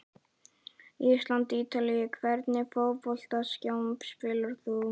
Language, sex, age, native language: Icelandic, male, 11, Icelandic